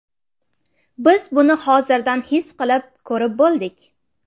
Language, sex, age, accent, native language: Uzbek, female, 18-24, Navoiy, Uzbek